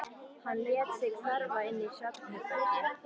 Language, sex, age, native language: Icelandic, female, 13, Icelandic